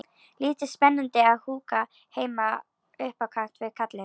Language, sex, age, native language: Icelandic, female, 11, Icelandic